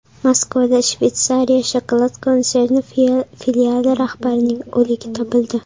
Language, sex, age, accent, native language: Uzbek, female, under 19, Toshkent shahri, Uzbek